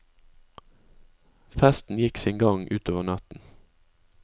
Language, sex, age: Norwegian, male, 20